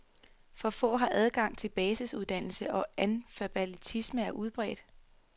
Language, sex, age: Danish, female, 33